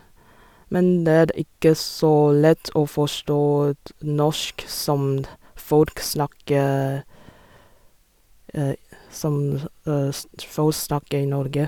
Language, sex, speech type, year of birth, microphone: Norwegian, female, spontaneous, 1987, Sennheiser